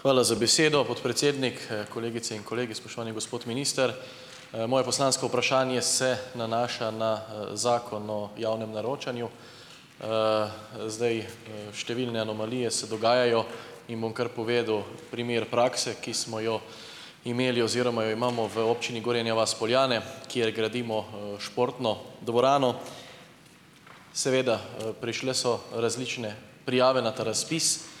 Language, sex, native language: Slovenian, male, Slovenian